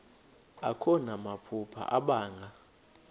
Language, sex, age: Xhosa, male, 21